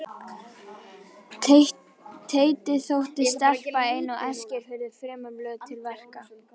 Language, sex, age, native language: Icelandic, other, 12, Icelandic